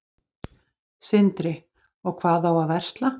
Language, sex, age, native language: Icelandic, female, 50-59, Icelandic